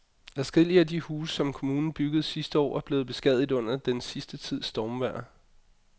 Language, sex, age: Danish, male, 25